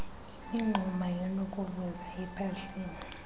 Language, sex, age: Xhosa, female, 24